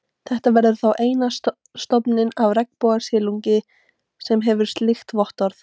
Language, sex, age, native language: Icelandic, female, 18-19, Icelandic